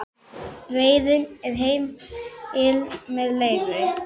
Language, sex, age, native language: Icelandic, female, 9, Icelandic